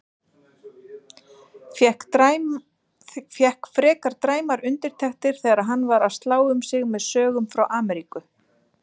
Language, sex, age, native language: Icelandic, female, 40-49, Icelandic